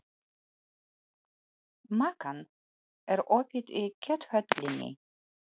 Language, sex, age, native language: Icelandic, female, 40-49, Polish